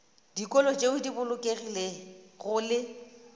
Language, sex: Northern Sotho, female